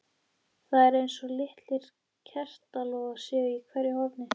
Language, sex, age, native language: Icelandic, female, 13, Icelandic